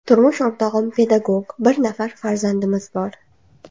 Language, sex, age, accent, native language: Uzbek, female, under 19, Andijon, Uzbek